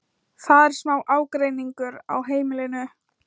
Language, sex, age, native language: Icelandic, female, 13, Thai